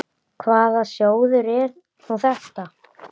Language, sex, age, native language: Icelandic, male, 9, Icelandic